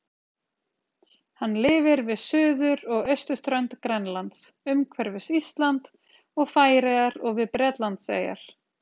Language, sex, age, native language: Icelandic, female, 30-39, Icelandic